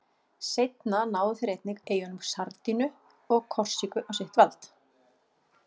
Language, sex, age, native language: Icelandic, female, 40-49, Icelandic